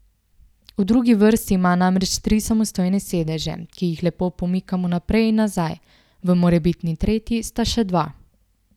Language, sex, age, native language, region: Slovenian, female, 18-29, Slovenian, Central Slovenia